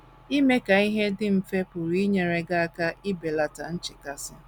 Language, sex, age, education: Igbo, female, 30-45, tertiary